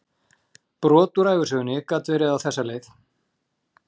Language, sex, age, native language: Icelandic, male, 40-49, Icelandic